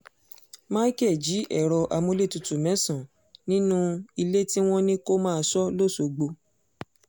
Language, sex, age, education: Yoruba, female, 15-29, secondary